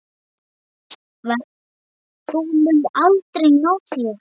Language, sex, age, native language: Icelandic, male, 7, Icelandic